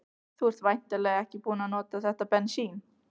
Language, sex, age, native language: Icelandic, other, 15, Icelandic